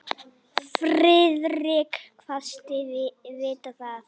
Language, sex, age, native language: Icelandic, female, 10, Icelandic